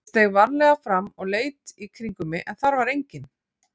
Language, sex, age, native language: Icelandic, female, 40-49, Icelandic